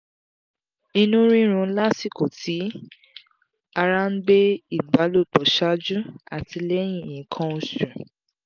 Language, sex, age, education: Yoruba, female, 15-29, tertiary